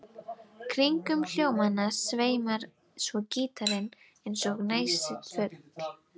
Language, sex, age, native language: Icelandic, female, 12, Icelandic